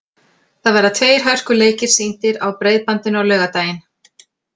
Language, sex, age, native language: Icelandic, female, 40-49, Icelandic